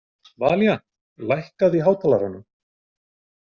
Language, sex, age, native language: Icelandic, male, 40-49, Icelandic